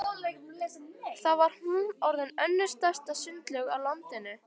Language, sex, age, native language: Icelandic, female, 13, Icelandic